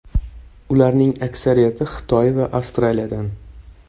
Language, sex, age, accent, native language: Uzbek, male, 18-24, Toshkent shahri, Uzbek